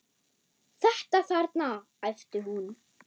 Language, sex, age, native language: Icelandic, female, 9, German